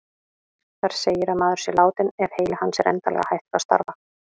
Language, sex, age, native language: Icelandic, female, 18-19, Icelandic